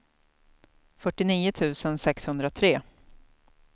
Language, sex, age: Swedish, female, 28